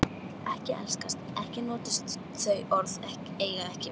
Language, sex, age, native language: Icelandic, female, 12, Icelandic